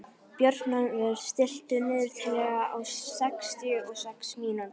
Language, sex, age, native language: Icelandic, female, 11, Icelandic